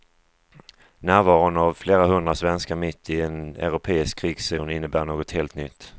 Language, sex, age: Swedish, male, 35